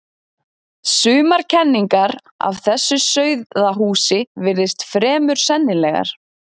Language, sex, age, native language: Icelandic, female, 30-39, Icelandic